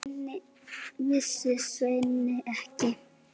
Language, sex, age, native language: Icelandic, male, 7, Icelandic